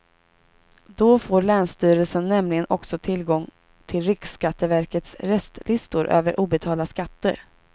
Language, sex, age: Swedish, female, 32